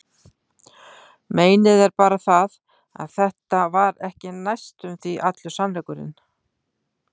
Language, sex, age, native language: Icelandic, female, 60-69, Icelandic